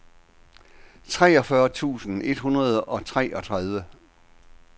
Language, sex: Danish, male